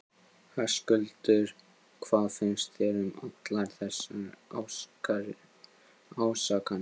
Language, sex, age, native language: Icelandic, male, 15, Icelandic